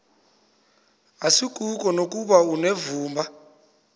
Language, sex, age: Xhosa, male, 22